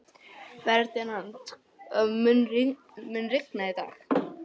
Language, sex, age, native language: Icelandic, male, 11, English